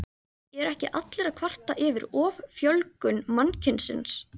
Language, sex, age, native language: Icelandic, female, 13, Icelandic